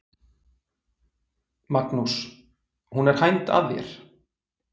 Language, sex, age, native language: Icelandic, male, 40-49, Icelandic